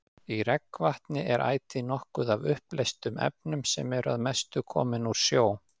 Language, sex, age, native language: Icelandic, male, 50-59, Icelandic